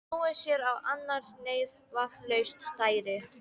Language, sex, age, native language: Icelandic, female, 12, Icelandic